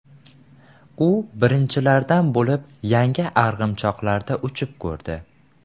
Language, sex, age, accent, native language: Uzbek, male, 12-17, Samarqand, Uzbek